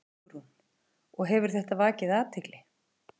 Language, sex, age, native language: Icelandic, female, 40-49, Icelandic